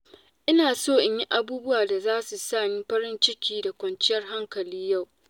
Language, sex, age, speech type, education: Hausa, female, 15-29, spontaneous, tertiary